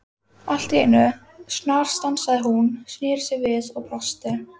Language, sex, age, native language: Icelandic, female, 12, Icelandic